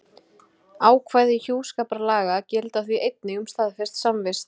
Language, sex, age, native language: Icelandic, female, 20-29, Icelandic